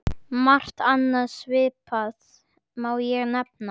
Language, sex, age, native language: Icelandic, male, 10, Icelandic